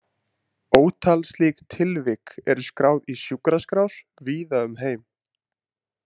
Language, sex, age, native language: Icelandic, male, 20-29, Icelandic